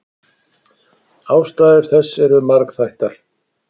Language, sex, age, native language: Icelandic, male, 60-69, Icelandic